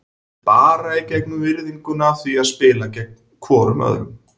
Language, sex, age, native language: Icelandic, male, 40-49, Icelandic